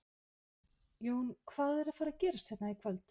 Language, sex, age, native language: Icelandic, female, 50-59, Icelandic